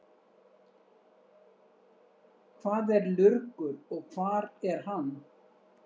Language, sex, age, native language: Icelandic, female, 60-69, Icelandic